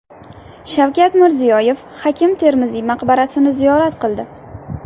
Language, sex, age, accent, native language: Uzbek, female, under 19, Navoiy, Uzbek